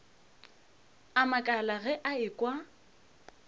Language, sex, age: Northern Sotho, female, 25